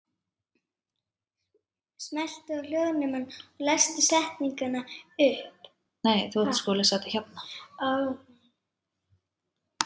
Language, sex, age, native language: Icelandic, female, 8, Icelandic